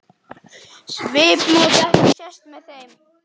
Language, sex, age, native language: Icelandic, male, 9, Icelandic